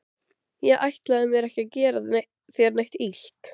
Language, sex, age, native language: Icelandic, female, 13, Icelandic